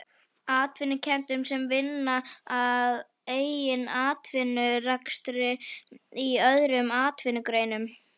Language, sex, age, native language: Icelandic, female, 11, Icelandic